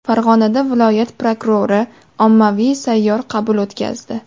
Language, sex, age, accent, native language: Uzbek, female, 18-24, Farg'ona, Uzbek